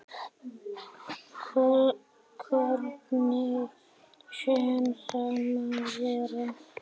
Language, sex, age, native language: Icelandic, male, 8, Icelandic